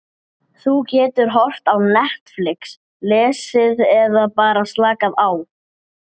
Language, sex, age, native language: Icelandic, male, 8, Icelandic